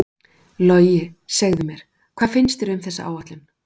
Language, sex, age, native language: Icelandic, female, 40-49, Icelandic